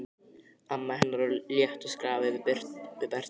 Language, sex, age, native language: Icelandic, male, 12, Icelandic